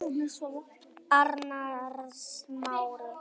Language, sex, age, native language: Icelandic, female, 18-19, Icelandic